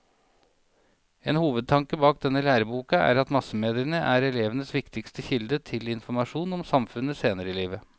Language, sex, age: Norwegian, male, 37